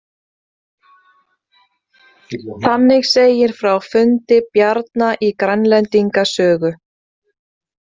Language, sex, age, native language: Icelandic, female, 30-39, Icelandic